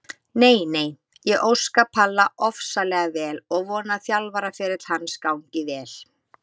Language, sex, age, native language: Icelandic, female, 30-39, Icelandic